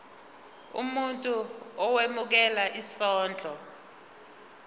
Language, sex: Zulu, female